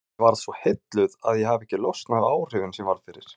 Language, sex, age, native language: Icelandic, male, 40-49, Icelandic